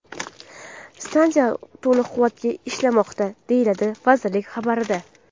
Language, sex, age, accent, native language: Uzbek, female, under 19, Qashqadaryo, Uzbek